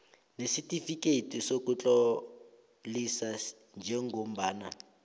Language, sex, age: South Ndebele, male, 22